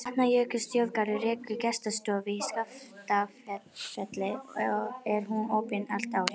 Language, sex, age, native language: Icelandic, female, 50-59, Icelandic